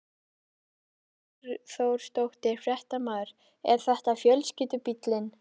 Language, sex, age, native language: Icelandic, female, 13, Icelandic